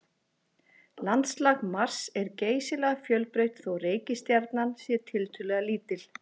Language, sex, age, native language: Icelandic, female, 40-49, Icelandic